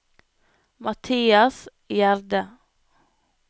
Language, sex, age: Norwegian, female, 25